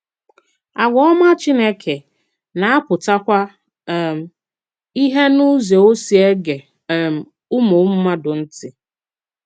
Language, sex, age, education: Igbo, female, 15-29, secondary